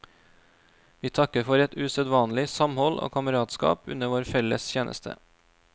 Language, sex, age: Norwegian, male, 26